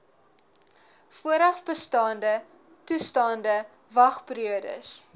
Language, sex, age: Afrikaans, female, 19